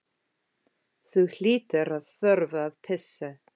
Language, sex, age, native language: Icelandic, female, 50-59, English